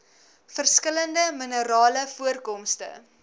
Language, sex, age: Afrikaans, female, 19